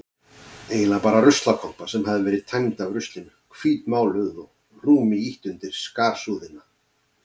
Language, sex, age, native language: Icelandic, male, 40-49, Icelandic